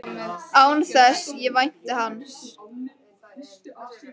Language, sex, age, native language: Icelandic, female, 13, Icelandic